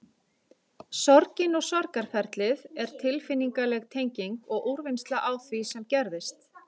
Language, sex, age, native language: Icelandic, female, 40-49, Icelandic